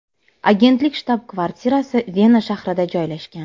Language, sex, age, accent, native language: Uzbek, female, 35+, Toshkent shahri, Uzbek